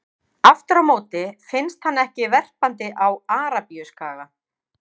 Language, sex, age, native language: Icelandic, female, 50-59, Icelandic